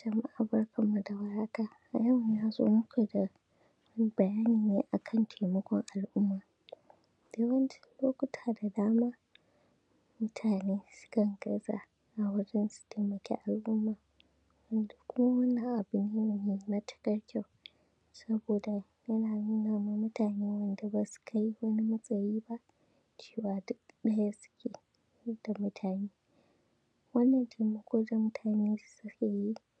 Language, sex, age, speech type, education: Hausa, male, 30-45, spontaneous, secondary